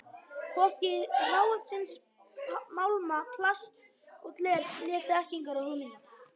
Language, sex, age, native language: Icelandic, male, 11, Icelandic